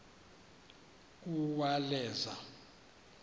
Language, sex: Xhosa, male